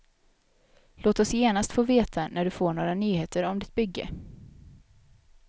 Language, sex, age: Swedish, female, 22